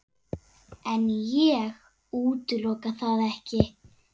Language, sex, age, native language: Icelandic, female, 8, Icelandic